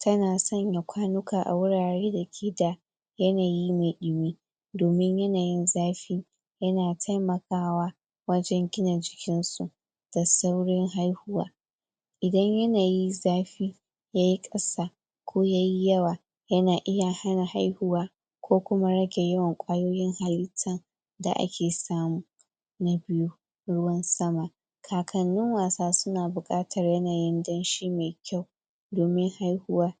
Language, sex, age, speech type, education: Hausa, female, 46-60, spontaneous, tertiary